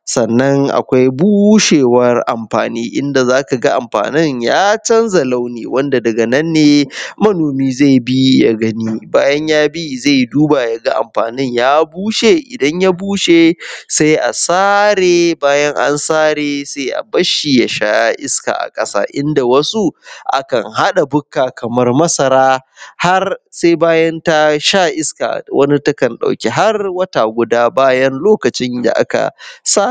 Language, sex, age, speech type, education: Hausa, male, 15-29, spontaneous, secondary